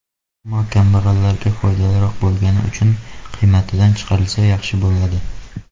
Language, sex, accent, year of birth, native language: Uzbek, male, Xorazm, 2002, Uzbek